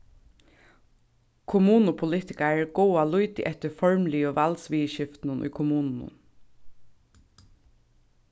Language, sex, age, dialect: Faroese, female, 15-35, Suðurstreymoy